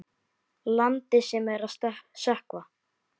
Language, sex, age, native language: Icelandic, male, 9, Icelandic